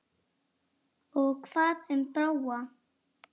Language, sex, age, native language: Icelandic, female, 7, Icelandic